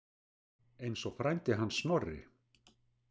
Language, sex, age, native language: Icelandic, male, 60-69, Icelandic